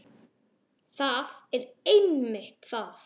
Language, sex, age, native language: Icelandic, male, 10, Icelandic